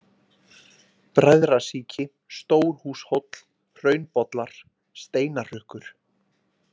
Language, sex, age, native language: Icelandic, male, 20-29, Icelandic